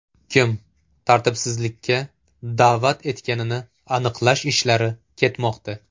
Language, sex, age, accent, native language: Uzbek, male, 18-24, Toshkent shahri, Uzbek